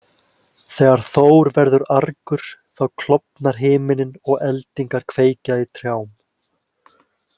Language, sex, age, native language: Icelandic, male, 20-29, Icelandic